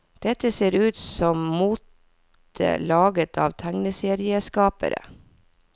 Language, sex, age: Norwegian, female, 40